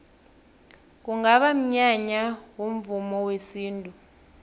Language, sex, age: South Ndebele, female, 23